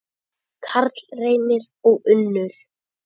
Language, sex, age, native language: Icelandic, male, 10, Icelandic